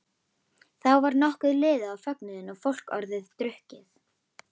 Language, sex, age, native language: Icelandic, female, 11, Icelandic